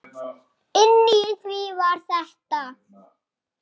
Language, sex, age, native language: Icelandic, male, 6, Icelandic